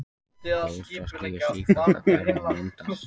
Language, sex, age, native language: Icelandic, male, 20-29, Icelandic